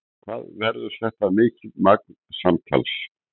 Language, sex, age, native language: Icelandic, male, 60-69, Icelandic